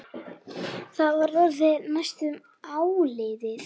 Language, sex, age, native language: Icelandic, female, 9, Icelandic